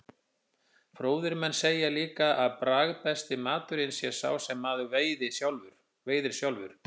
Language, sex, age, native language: Icelandic, male, 50-59, Icelandic